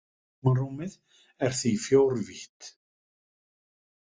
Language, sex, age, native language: Icelandic, male, 50-59, Icelandic